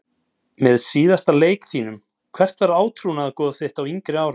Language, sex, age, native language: Icelandic, male, 40-49, Icelandic